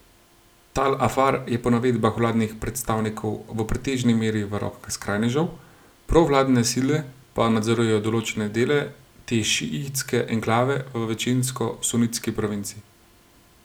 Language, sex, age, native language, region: Slovenian, male, 30-49, Slovenian, Gorenjska region